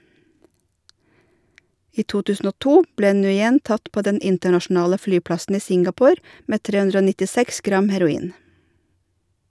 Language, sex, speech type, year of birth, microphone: Norwegian, female, read, 1970, Shure